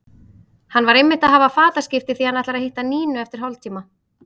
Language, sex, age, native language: Icelandic, female, 30-39, Icelandic